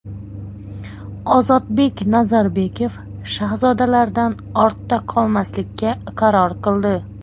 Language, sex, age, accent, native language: Uzbek, female, 30-39, Xorazm, Uzbek